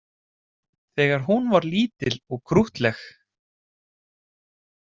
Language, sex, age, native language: Icelandic, male, 30-39, Icelandic